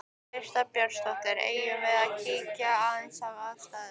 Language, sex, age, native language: Icelandic, female, 15, Icelandic